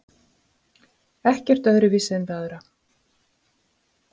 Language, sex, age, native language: Icelandic, female, 50-59, Icelandic